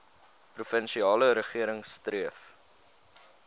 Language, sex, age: Afrikaans, male, 20